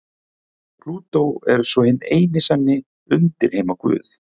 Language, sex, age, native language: Icelandic, male, 40-49, Icelandic